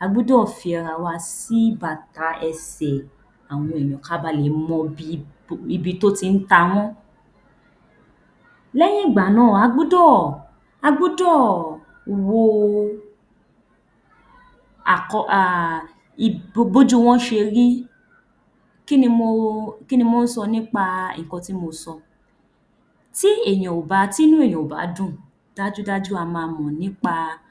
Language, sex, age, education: Yoruba, female, 15-29, tertiary